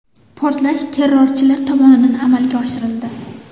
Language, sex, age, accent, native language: Uzbek, female, 19-29, Toshkent shahri, Uzbek